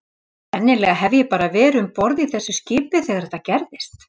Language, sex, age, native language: Icelandic, female, 60-69, Icelandic